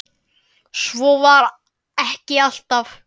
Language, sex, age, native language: Icelandic, male, 9, Icelandic